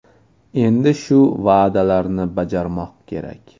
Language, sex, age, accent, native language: Uzbek, male, 18-24, Toshkent viloyati, Uzbek